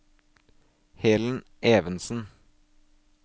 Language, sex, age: Norwegian, male, 24